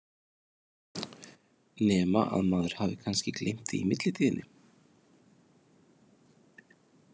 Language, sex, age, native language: Icelandic, male, 30-39, Icelandic